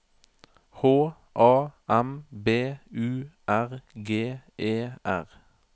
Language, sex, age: Norwegian, male, 31